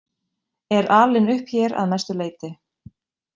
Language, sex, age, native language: Icelandic, female, 20-29, Icelandic